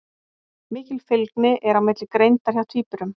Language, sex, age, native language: Icelandic, female, 40-49, Icelandic